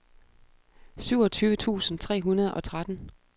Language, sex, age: Danish, female, 32